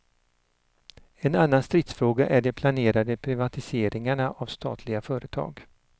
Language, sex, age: Swedish, male, 59